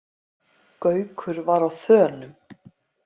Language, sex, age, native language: Icelandic, female, 50-59, Icelandic